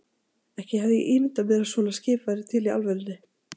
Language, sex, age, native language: Icelandic, female, 40-49, Icelandic